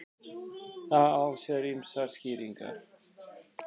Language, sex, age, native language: Icelandic, male, 50-59, Icelandic